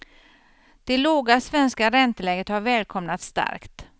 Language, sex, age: Swedish, female, 50